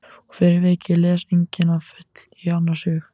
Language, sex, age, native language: Icelandic, male, 14, Icelandic